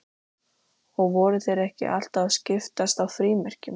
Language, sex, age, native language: Icelandic, female, 13, Icelandic